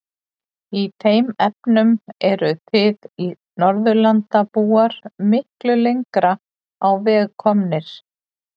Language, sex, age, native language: Icelandic, female, 40-49, Icelandic